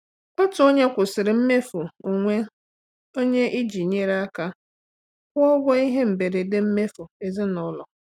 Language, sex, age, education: Igbo, female, 30-45, tertiary